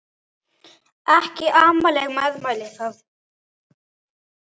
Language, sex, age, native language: Icelandic, male, 9, Icelandic